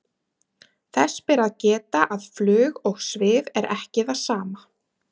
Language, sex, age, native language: Icelandic, female, 30-39, Icelandic